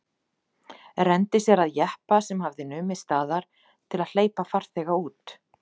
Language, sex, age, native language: Icelandic, female, 40-49, Icelandic